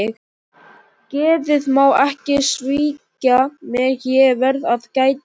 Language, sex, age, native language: Icelandic, male, 11, Icelandic